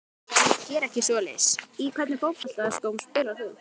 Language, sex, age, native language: Icelandic, male, 12, Icelandic